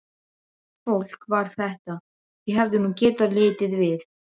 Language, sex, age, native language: Icelandic, female, 12, Serbo-Croatian